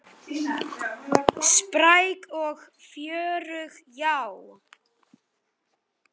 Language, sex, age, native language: Icelandic, male, 9, Icelandic